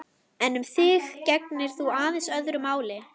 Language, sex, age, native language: Icelandic, female, 11, Icelandic